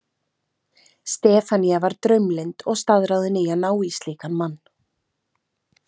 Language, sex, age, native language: Icelandic, female, 30-39, Icelandic